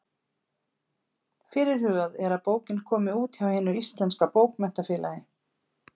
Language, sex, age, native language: Icelandic, female, 50-59, Icelandic